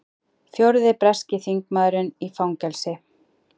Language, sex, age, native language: Icelandic, female, 30-39, Icelandic